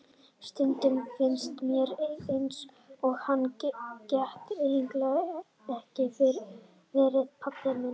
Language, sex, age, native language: Icelandic, male, 30-39, Icelandic